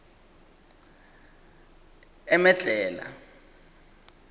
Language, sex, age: South Ndebele, male, 21